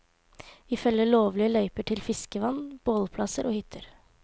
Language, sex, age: Norwegian, female, 18